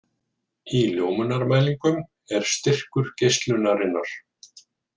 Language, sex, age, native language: Icelandic, male, 40-49, Icelandic